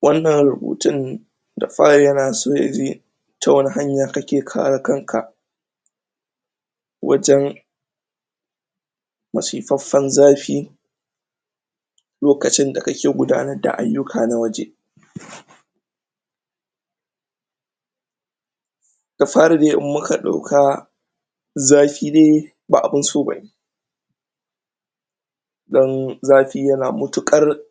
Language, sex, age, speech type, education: Hausa, male, 30-45, spontaneous, tertiary